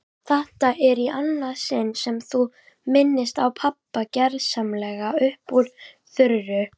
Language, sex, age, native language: Icelandic, female, 18-19, Icelandic